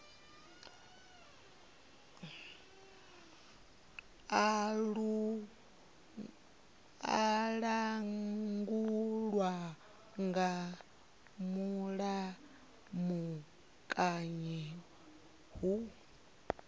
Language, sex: Venda, female